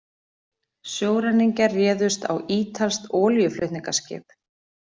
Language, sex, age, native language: Icelandic, female, 40-49, Icelandic